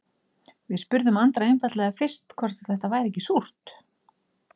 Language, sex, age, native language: Icelandic, female, 40-49, Icelandic